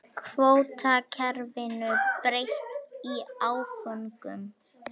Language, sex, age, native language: Icelandic, female, 21, Icelandic